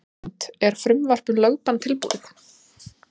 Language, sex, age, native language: Icelandic, female, 20-29, Icelandic